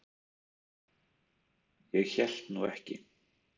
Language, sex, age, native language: Icelandic, male, 30-39, Icelandic